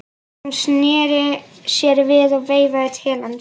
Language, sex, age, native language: Icelandic, male, 11, Icelandic